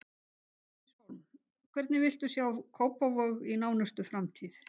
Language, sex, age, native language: Icelandic, female, 50-59, Icelandic